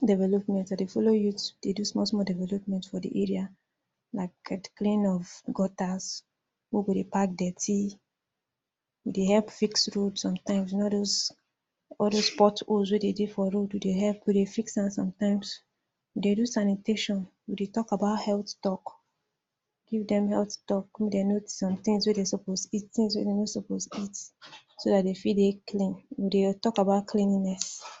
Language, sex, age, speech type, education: Nigerian Pidgin, female, 46-60, spontaneous, tertiary